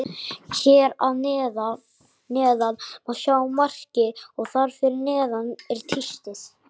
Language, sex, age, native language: Icelandic, male, 40-49, Icelandic